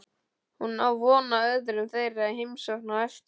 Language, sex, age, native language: Icelandic, male, 12, Icelandic